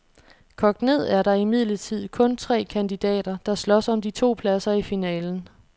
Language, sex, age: Danish, female, 26